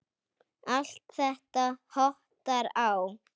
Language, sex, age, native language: Icelandic, female, 8, Icelandic